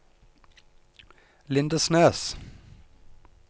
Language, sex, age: Norwegian, male, 34